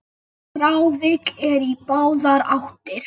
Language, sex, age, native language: Icelandic, male, 8, Icelandic